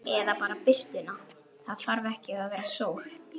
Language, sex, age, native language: Icelandic, male, 11, Icelandic